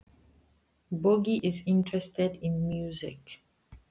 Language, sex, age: Icelandic, female, 20-29